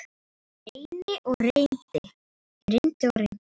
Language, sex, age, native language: Icelandic, female, 9, Icelandic